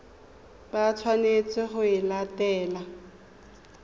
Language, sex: Tswana, female